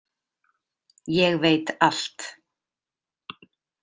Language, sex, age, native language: Icelandic, female, 30-39, Icelandic